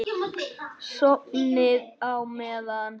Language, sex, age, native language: Icelandic, male, 9, Icelandic